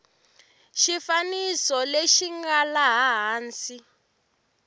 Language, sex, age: Tsonga, female, 18